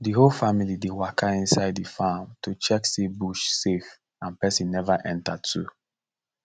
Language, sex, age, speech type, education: Nigerian Pidgin, male, 15-29, spontaneous, tertiary